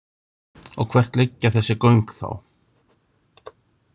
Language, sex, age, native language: Icelandic, male, 60-69, Icelandic